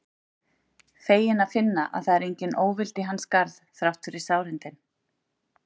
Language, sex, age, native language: Icelandic, female, 40-49, Icelandic